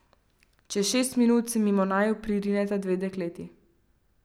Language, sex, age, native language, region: Slovenian, female, 12-17, Slovenian, Central Slovenia